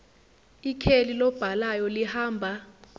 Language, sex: Zulu, female